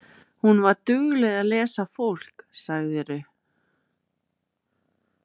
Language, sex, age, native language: Icelandic, female, 30-39, Icelandic